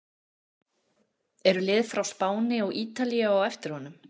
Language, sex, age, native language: Icelandic, female, 40-49, Icelandic